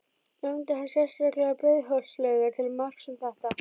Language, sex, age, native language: Icelandic, female, 12, Icelandic